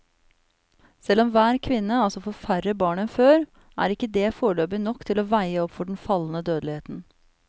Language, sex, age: Norwegian, female, 34